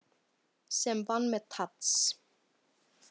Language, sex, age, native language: Icelandic, female, 18-19, Icelandic